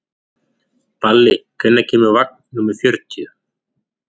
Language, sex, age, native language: Icelandic, male, 40-49, Icelandic